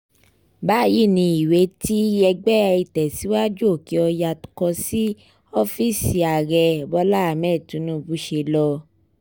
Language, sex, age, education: Yoruba, female, 15-29, tertiary